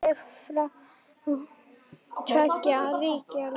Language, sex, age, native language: Icelandic, female, 9, Icelandic